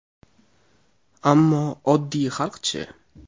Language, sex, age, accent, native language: Uzbek, male, 18-24, Navoiy, Uzbek